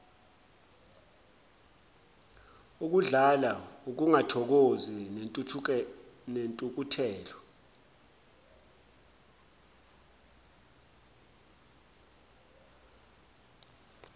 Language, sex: Zulu, male